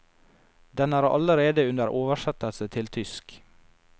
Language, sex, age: Norwegian, male, 22